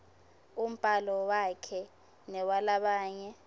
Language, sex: Swati, female